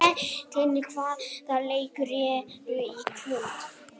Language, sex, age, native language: Icelandic, male, 18-19, Icelandic